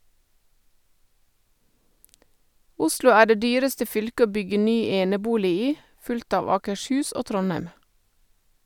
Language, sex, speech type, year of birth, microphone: Norwegian, female, read, 1972, Sennheiser